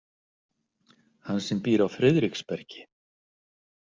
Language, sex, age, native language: Icelandic, male, 60-69, Icelandic